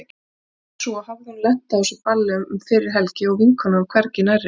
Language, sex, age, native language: Icelandic, female, 40-49, Icelandic